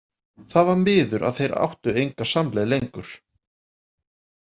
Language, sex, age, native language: Icelandic, male, 40-49, Icelandic